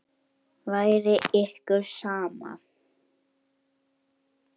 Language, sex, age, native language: Icelandic, male, 8, Icelandic